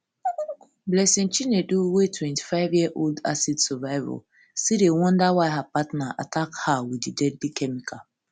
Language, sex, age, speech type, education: Nigerian Pidgin, female, 15-29, spontaneous, tertiary